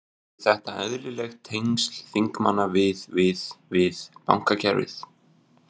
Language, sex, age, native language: Icelandic, male, 20-29, Icelandic